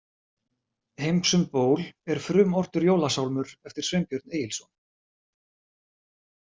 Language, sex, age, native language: Icelandic, male, 40-49, Icelandic